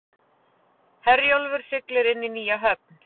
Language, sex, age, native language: Icelandic, female, 40-49, Icelandic